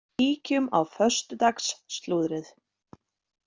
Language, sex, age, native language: Icelandic, female, 30-39, Icelandic